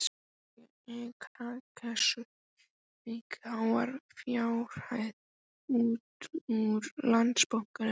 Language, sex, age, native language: Icelandic, male, 12, Icelandic